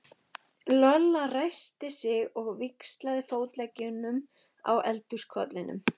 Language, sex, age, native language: Icelandic, female, 11, Icelandic